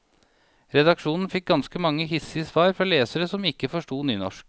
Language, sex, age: Norwegian, male, 37